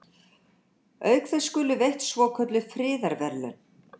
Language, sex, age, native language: Icelandic, female, 60-69, Icelandic